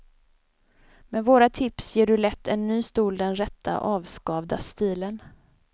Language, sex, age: Swedish, female, 25